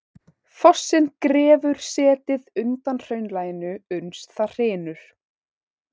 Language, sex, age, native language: Icelandic, female, 18-19, Icelandic